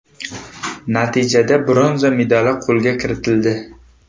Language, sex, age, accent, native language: Uzbek, male, 18-24, Surxondaryo, Uzbek